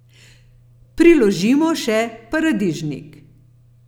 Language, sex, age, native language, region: Slovenian, female, 50-59, Slovenian, Gorenjska region